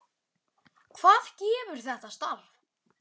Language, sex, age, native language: Icelandic, male, 9, Icelandic